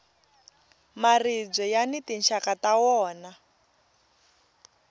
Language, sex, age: Tsonga, female, 20